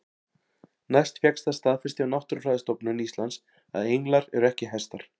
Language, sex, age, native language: Icelandic, male, 40-49, Icelandic